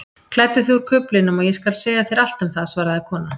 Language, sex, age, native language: Icelandic, female, 50-59, Icelandic